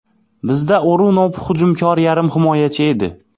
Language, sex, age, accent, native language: Uzbek, male, 25-34, Xorazm, Uzbek